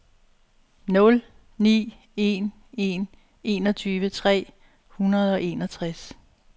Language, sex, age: Danish, female, 62